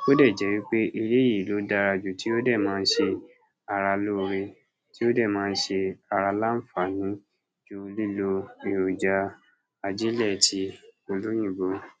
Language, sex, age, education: Yoruba, male, 46-60, tertiary